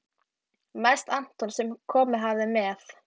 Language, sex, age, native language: Icelandic, female, 12, Icelandic